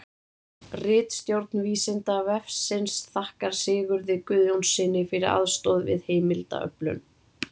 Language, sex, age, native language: Icelandic, female, 30-39, Icelandic